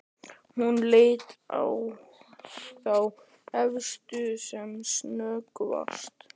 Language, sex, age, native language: Icelandic, male, 11, Icelandic